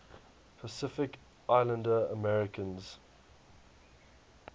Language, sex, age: English, male, 21